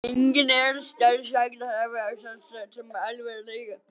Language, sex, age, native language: Icelandic, female, 50-59, Icelandic